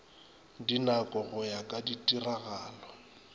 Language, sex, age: Northern Sotho, male, 25